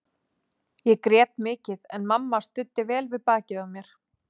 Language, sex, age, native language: Icelandic, female, 30-39, Icelandic